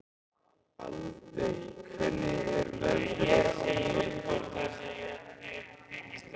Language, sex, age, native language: Icelandic, male, 15, Icelandic